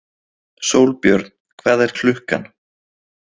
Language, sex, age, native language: Icelandic, male, 20-29, Icelandic